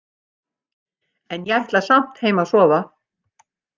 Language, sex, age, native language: Icelandic, female, 60-69, Icelandic